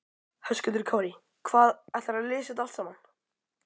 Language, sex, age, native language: Icelandic, male, 12, Icelandic